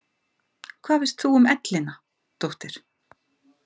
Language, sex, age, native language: Icelandic, female, 50-59, Icelandic